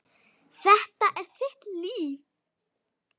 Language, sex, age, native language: Icelandic, female, 8, Icelandic